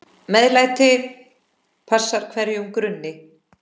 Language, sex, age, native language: Icelandic, female, 10, Icelandic